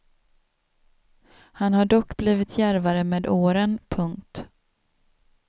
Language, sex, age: Swedish, female, 27